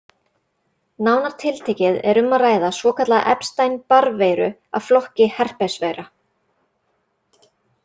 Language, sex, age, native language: Icelandic, female, 30-39, Icelandic